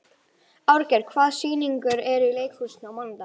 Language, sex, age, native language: Icelandic, female, 18-19, Icelandic